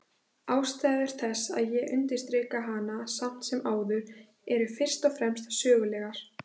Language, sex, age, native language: Icelandic, female, 16, Icelandic